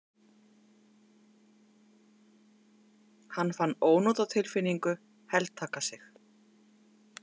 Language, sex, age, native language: Icelandic, female, 50-59, Icelandic